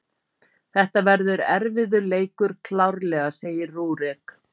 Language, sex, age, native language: Icelandic, female, 50-59, Icelandic